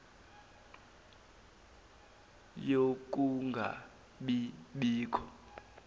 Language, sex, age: Zulu, male, 19